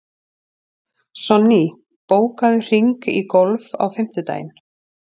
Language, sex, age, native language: Icelandic, female, 40-49, Icelandic